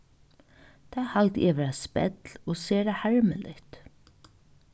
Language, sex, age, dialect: Faroese, female, 15-35, Norðuroyggjar